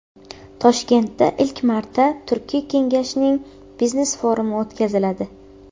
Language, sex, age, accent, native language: Uzbek, female, under 19, Qashqadaryo, Uzbek